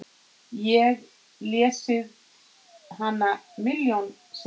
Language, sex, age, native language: Icelandic, female, 8, Icelandic